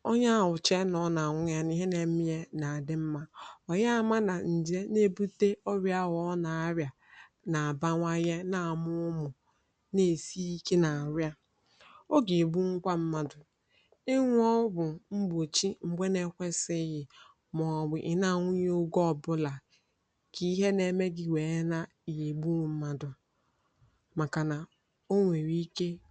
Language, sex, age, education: Igbo, female, 15-29, tertiary